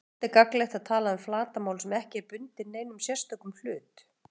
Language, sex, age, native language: Icelandic, female, 40-49, Icelandic